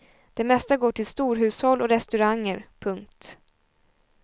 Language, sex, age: Swedish, female, 20